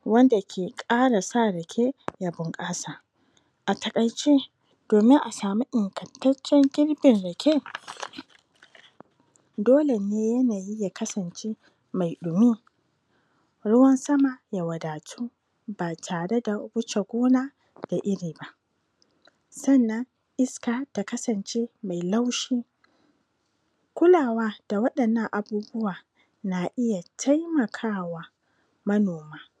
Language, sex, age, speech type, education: Hausa, female, 30-45, spontaneous, tertiary